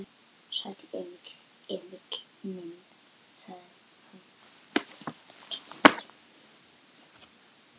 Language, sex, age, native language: Icelandic, female, 10, Icelandic